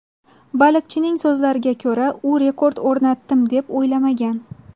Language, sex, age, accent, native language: Uzbek, female, 19-29, Xorazm, Uzbek